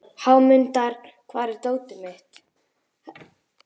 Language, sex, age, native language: Icelandic, female, 11, Icelandic